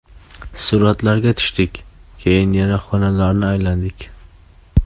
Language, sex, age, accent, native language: Uzbek, male, 18-24, Surxondaryo, Uzbek